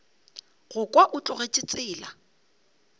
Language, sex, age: Northern Sotho, female, 35